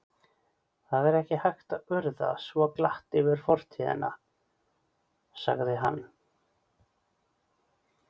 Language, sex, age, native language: Icelandic, male, 40-49, Icelandic